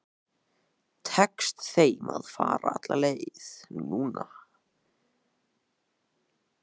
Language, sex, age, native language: Icelandic, male, 14, Icelandic